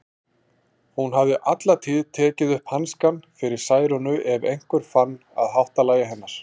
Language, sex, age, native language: Icelandic, male, 40-49, Icelandic